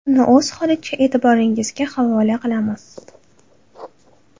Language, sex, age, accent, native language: Uzbek, female, 18-24, Toshkent shahri, Uzbek